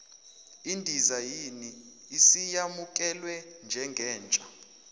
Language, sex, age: Zulu, male, 21